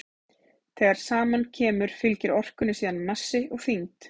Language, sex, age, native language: Icelandic, female, 40-49, Icelandic